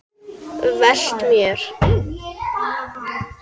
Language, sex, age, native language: Icelandic, male, 10, Icelandic